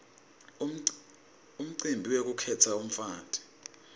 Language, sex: Swati, male